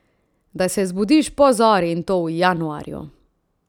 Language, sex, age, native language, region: Slovenian, female, 30-49, Slovenian, Central Slovenia